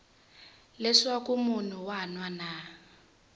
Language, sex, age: Tsonga, female, 20